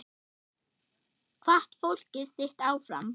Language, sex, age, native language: Icelandic, female, 10, German